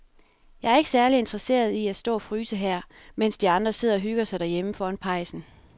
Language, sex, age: Danish, female, 33